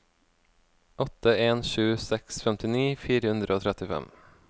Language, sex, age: Norwegian, male, 24